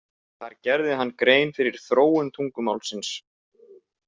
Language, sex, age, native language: Icelandic, male, 30-39, Icelandic